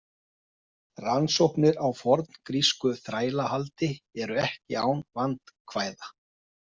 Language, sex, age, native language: Icelandic, male, 50-59, Icelandic